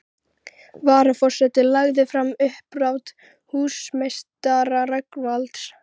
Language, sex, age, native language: Icelandic, female, 13, Icelandic